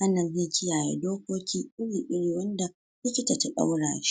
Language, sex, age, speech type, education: Hausa, female, 60+, spontaneous, tertiary